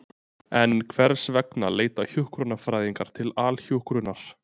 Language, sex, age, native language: Icelandic, male, 20-29, Icelandic